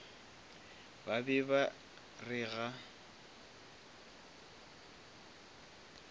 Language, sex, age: Northern Sotho, male, 23